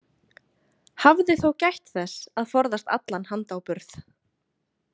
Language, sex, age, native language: Icelandic, female, 20-29, Icelandic